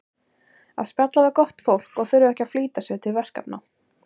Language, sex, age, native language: Icelandic, female, 18-19, Icelandic